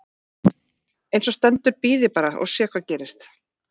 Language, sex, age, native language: Icelandic, female, 40-49, Icelandic